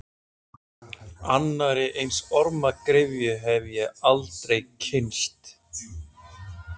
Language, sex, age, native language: Icelandic, male, 40-49, Icelandic